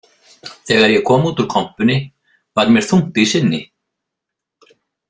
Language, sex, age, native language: Icelandic, male, 50-59, Icelandic